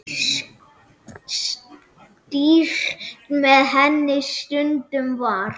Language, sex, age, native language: Icelandic, male, 9, Icelandic